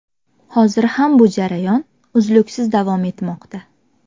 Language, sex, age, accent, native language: Uzbek, female, 18-24, Farg'ona, Uzbek